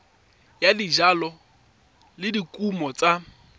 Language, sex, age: Tswana, male, 24